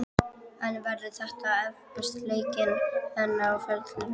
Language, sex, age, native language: Icelandic, female, 12, Icelandic